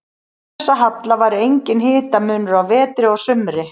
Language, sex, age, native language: Icelandic, female, 40-49, Icelandic